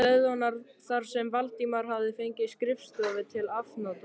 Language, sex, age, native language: Icelandic, male, 13, Icelandic